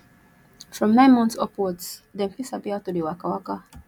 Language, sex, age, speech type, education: Nigerian Pidgin, female, 15-29, spontaneous, tertiary